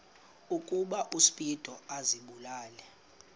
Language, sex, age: Xhosa, male, 26